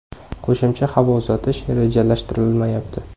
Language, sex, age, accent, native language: Uzbek, male, 18-24, Jizzax, Uzbek